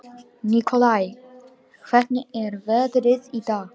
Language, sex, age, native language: Icelandic, female, 18-19, Romanian